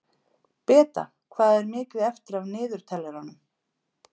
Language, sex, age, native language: Icelandic, female, 50-59, Icelandic